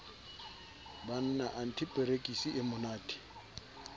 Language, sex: Southern Sotho, male